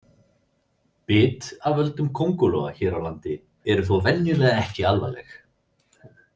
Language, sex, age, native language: Icelandic, male, 30-39, Icelandic